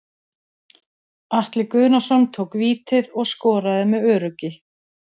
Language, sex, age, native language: Icelandic, female, 30-39, Icelandic